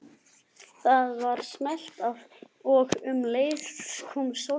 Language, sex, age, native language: Icelandic, male, 11, Icelandic